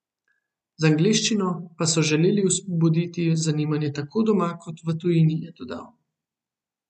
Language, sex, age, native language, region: Slovenian, male, 18-29, Slovenian, Central Slovenia